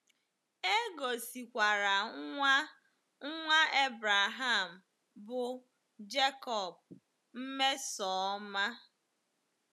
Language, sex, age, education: Igbo, female, 15-29, tertiary